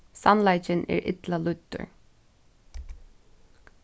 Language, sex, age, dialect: Faroese, female, 15-35, Suðurstreymoy